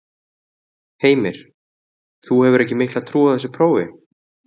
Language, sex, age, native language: Icelandic, male, 30-39, Icelandic